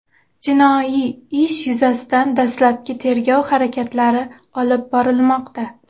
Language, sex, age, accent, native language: Uzbek, female, 19-29, Xorazm, Uzbek